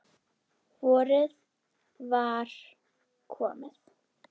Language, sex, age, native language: Icelandic, female, 10, Icelandic